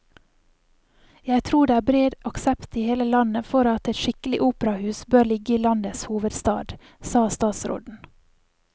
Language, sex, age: Norwegian, female, 28